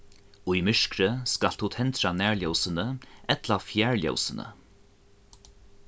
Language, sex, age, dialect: Faroese, male, 15-35, Norðuroyggjar